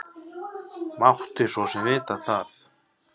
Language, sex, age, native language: Icelandic, male, 30-39, Icelandic